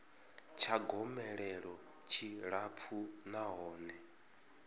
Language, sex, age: Venda, male, 33